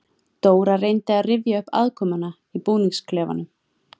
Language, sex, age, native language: Icelandic, female, 30-39, Icelandic